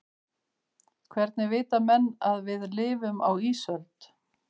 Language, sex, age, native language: Icelandic, female, 50-59, Icelandic